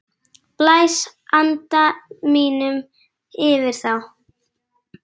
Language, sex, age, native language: Icelandic, female, 10, Icelandic